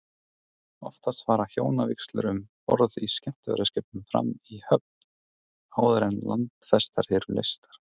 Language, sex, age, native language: Icelandic, male, 30-39, Icelandic